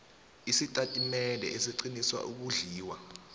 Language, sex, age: South Ndebele, male, 19